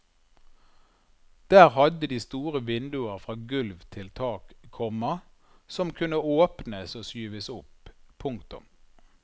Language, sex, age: Norwegian, male, 51